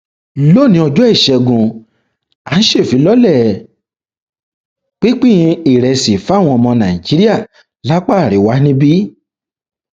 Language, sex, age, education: Yoruba, male, 30-45, tertiary